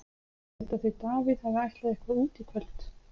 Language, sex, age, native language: Icelandic, female, 30-39, Icelandic